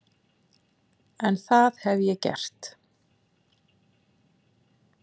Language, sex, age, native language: Icelandic, female, 7, Icelandic